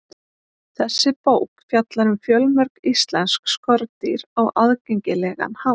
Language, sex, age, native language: Icelandic, female, 20-29, Icelandic